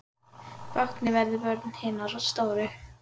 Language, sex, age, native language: Icelandic, female, 10, Icelandic